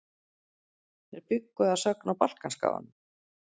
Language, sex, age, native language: Icelandic, female, 40-49, Icelandic